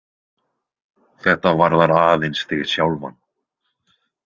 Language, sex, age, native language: Icelandic, male, 20-29, Icelandic